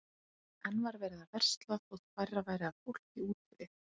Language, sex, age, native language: Icelandic, female, 30-39, Icelandic